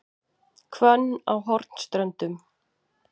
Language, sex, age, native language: Icelandic, female, 40-49, Icelandic